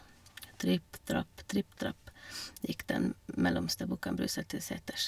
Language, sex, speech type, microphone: Norwegian, female, spontaneous, Shure